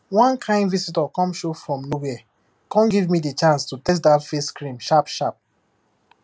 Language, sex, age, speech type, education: Nigerian Pidgin, male, 15-29, spontaneous, tertiary